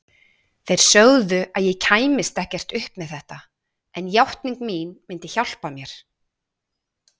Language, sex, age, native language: Icelandic, female, 40-49, Icelandic